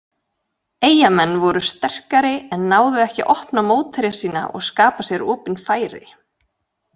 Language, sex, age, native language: Icelandic, female, 40-49, Icelandic